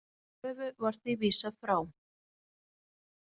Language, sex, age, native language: Icelandic, female, 40-49, Icelandic